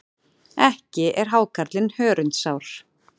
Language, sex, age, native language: Icelandic, female, 40-49, Icelandic